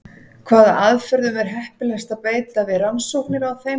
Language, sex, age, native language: Icelandic, female, 40-49, Icelandic